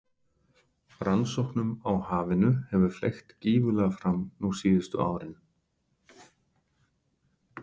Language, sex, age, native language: Icelandic, male, 50-59, Icelandic